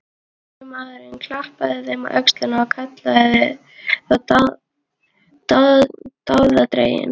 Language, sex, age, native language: Icelandic, female, 12, Icelandic